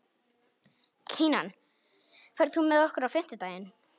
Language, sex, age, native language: Icelandic, male, 18-19, Polish